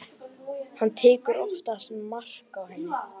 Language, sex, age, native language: Icelandic, male, 12, Icelandic